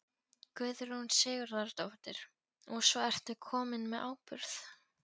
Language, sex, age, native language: Icelandic, female, 14, Polish